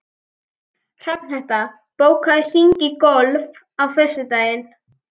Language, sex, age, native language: Icelandic, female, 11, Icelandic